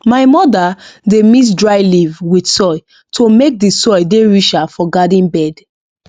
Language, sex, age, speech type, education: Nigerian Pidgin, female, 15-29, spontaneous, tertiary